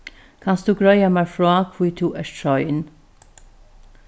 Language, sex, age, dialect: Faroese, female, 36-60, Norðurstreymoy/Eysturoy